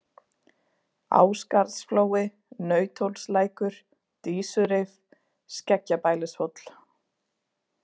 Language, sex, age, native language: Icelandic, female, 20-29, Icelandic